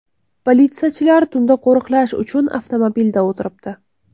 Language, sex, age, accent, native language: Uzbek, female, under 19, Toshkent viloyati, Uzbek